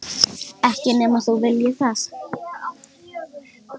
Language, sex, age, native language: Icelandic, female, 10, Icelandic